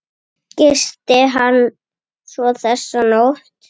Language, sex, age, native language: Icelandic, female, 9, Icelandic